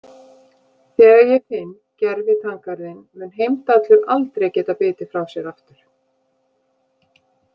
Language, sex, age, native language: Icelandic, female, 50-59, Icelandic